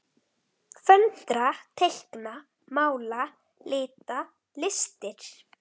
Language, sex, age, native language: Icelandic, female, 9, Icelandic